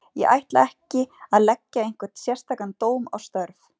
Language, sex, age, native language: Icelandic, female, 40-49, Icelandic